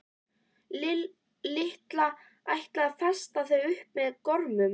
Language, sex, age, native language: Icelandic, female, 11, Icelandic